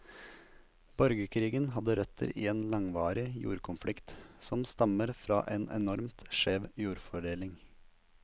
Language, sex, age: Norwegian, male, 27